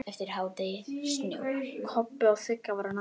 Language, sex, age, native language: Icelandic, female, 10, Icelandic